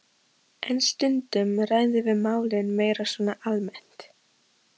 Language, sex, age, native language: Icelandic, female, 13, Icelandic